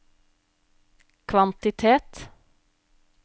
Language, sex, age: Norwegian, female, 35